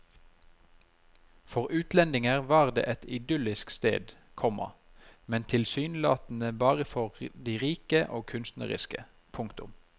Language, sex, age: Norwegian, male, 33